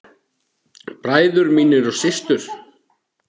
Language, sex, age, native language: Icelandic, male, 8, Icelandic